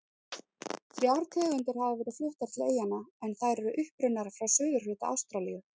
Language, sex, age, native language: Icelandic, female, 30-39, Icelandic